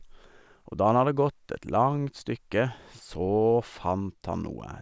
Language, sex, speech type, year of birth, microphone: Norwegian, male, spontaneous, 1973, Sennheiser